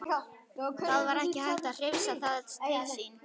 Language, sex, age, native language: Icelandic, male, 11, Icelandic